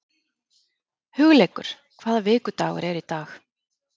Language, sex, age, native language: Icelandic, female, 30-39, Icelandic